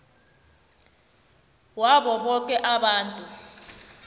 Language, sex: South Ndebele, female